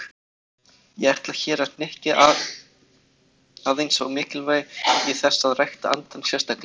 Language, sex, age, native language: Icelandic, other, 18-19, Icelandic